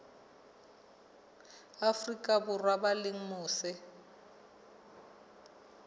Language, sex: Southern Sotho, female